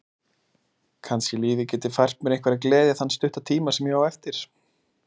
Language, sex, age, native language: Icelandic, male, 30-39, Icelandic